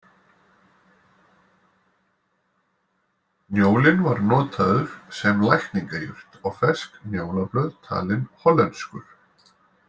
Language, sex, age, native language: Icelandic, male, 40-49, Icelandic